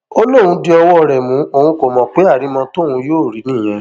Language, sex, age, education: Yoruba, male, 15-29, tertiary